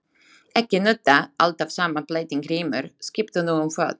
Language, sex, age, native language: Icelandic, female, 20-29, Slovak